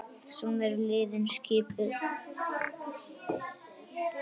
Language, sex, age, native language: Icelandic, male, 9, Icelandic